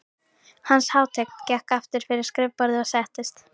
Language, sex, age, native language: Icelandic, female, 13, Icelandic